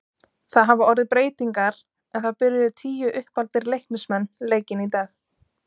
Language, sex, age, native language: Icelandic, female, 20-29, Icelandic